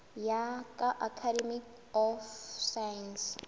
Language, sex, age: Southern Sotho, female, 22